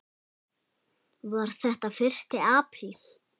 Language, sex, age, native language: Icelandic, female, 8, Icelandic